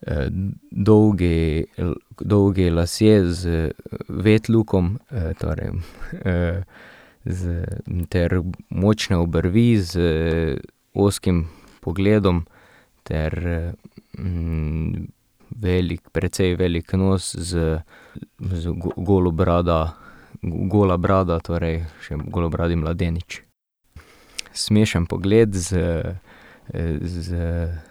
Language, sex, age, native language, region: Slovenian, male, 18-29, Slovenian, Drava region